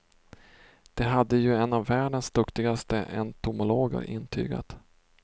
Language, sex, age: Swedish, male, 32